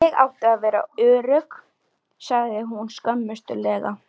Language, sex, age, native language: Icelandic, female, 13, Icelandic